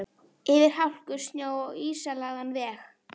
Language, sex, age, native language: Icelandic, female, 11, Icelandic